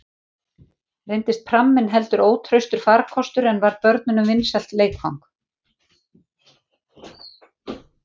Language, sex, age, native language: Icelandic, female, 40-49, Icelandic